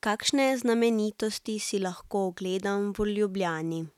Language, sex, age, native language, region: Slovenian, female, 18-29, Slovenian, Central Slovenia